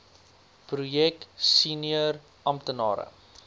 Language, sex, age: Afrikaans, male, 22